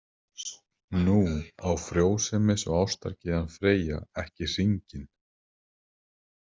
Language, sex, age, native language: Icelandic, male, 30-39, Icelandic